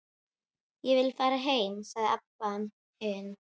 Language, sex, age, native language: Icelandic, female, 12, Icelandic